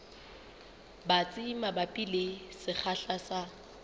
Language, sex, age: Southern Sotho, female, 29